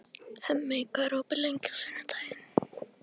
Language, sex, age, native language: Icelandic, female, 13, Icelandic